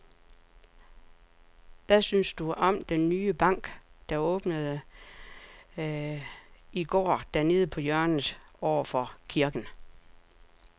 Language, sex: Danish, female